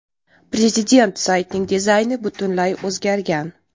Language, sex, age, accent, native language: Uzbek, female, 19-29, Qashqadaryo, Uzbek